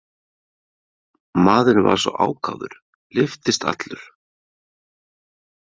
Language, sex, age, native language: Icelandic, male, 30-39, Icelandic